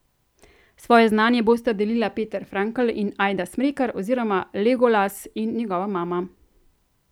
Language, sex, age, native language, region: Slovenian, female, 30-49, Slovenian, Central Slovenia